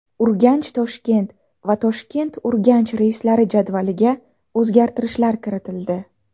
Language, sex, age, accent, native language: Uzbek, female, 19-29, Navoiy, Uzbek